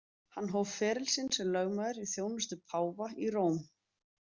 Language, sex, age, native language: Icelandic, female, 30-39, Icelandic